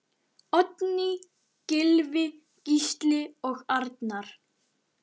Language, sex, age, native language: Icelandic, male, 9, Icelandic